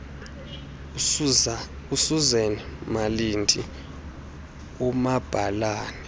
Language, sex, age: Xhosa, male, 20